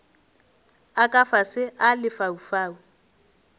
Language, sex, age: Northern Sotho, female, 23